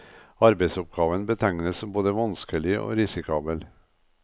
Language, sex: Norwegian, male